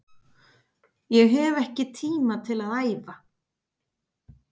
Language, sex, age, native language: Icelandic, female, 50-59, Icelandic